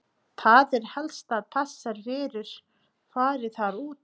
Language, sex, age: Icelandic, female, 30-39